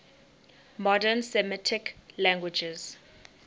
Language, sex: English, female